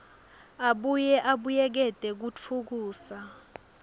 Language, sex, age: Swati, female, 22